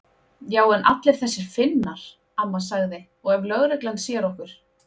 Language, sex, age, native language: Icelandic, female, 20-29, Icelandic